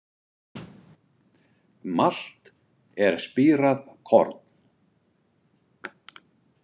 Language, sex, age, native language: Icelandic, male, 60-69, Icelandic